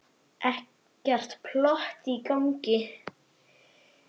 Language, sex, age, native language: Icelandic, male, 10, Icelandic